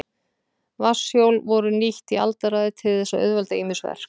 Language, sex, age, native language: Icelandic, female, 40-49, Icelandic